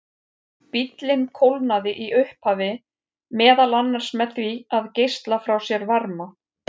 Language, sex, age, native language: Icelandic, female, 50-59, Icelandic